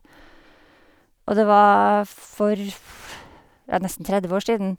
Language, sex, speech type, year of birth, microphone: Norwegian, female, spontaneous, 1958, Sennheiser